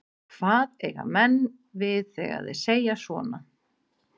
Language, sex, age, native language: Icelandic, female, 30-39, Icelandic